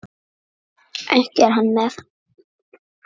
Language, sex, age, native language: Icelandic, female, 9, Icelandic